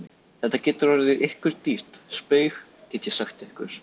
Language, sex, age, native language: Icelandic, male, 13, Icelandic